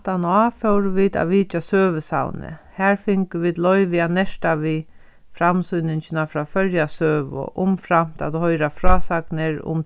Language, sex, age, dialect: Faroese, female, 36-60, Sandoy